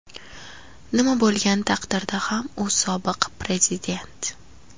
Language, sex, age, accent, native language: Uzbek, female, 18-24, Andijon, Uzbek